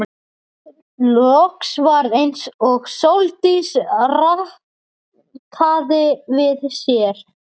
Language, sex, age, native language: Icelandic, male, 12, Icelandic